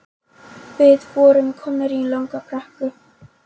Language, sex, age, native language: Icelandic, female, 13, Polish